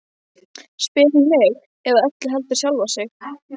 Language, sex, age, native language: Icelandic, female, 15, Icelandic